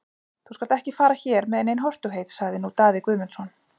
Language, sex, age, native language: Icelandic, female, 40-49, Icelandic